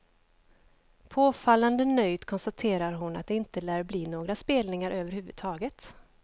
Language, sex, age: Swedish, female, 29